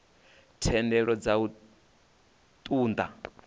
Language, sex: Venda, male